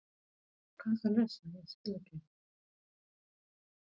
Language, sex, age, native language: Icelandic, female, 40-49, Filipino